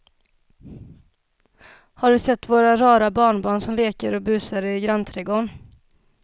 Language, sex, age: Swedish, female, 27